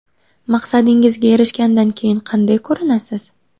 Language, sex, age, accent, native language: Uzbek, female, 18-24, Sirdaryo, Uzbek